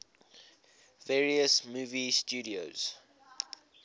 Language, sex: English, male